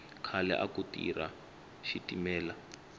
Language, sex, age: Tsonga, male, 19